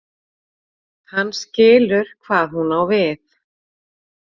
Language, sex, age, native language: Icelandic, female, 40-49, Icelandic